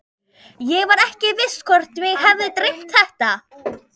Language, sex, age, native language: Icelandic, female, 11, Icelandic